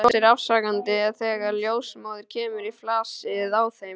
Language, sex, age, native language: Icelandic, male, 12, Icelandic